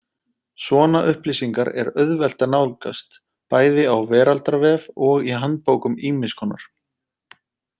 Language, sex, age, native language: Icelandic, male, 30-39, Icelandic